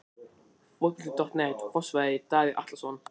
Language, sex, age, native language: Icelandic, male, 20-29, Icelandic